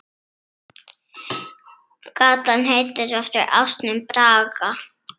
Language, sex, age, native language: Icelandic, female, 7, Icelandic